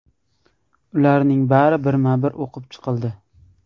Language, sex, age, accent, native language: Uzbek, male, 18-24, Namangan, Uzbek